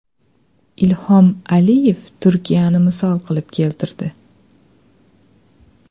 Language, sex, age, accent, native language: Uzbek, female, 25-34, Andijon, Uzbek